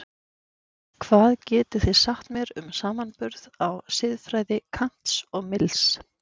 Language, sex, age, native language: Icelandic, female, 40-49, Icelandic